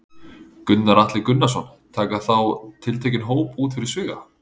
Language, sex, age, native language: Icelandic, male, 30-39, Icelandic